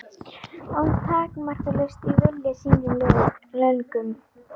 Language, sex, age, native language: Icelandic, female, 11, Icelandic